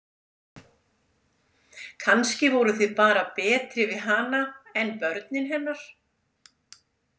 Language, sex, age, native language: Icelandic, female, 70-79, Icelandic